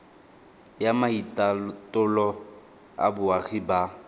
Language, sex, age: Tswana, male, 19